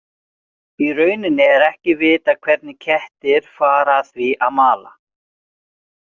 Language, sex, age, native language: Icelandic, male, 40-49, Icelandic